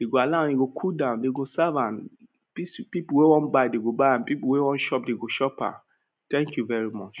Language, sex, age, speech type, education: Nigerian Pidgin, male, 30-45, spontaneous, tertiary